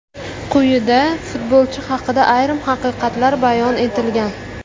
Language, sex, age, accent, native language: Uzbek, female, 18-24, Jizzax, Uzbek